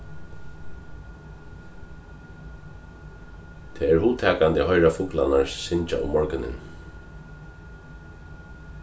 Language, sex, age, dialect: Faroese, male, 36-60, Suðurstreymoy